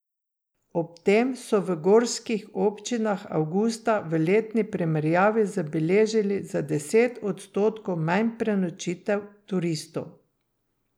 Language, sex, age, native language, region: Slovenian, female, 60+, Slovenian, Drava region